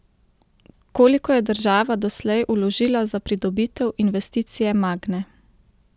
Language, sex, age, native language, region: Slovenian, female, 30-49, Slovenian, Central Slovenia